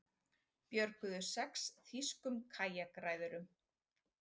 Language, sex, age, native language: Icelandic, female, 40-49, Icelandic